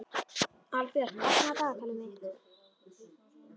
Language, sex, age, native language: Icelandic, female, 11, Icelandic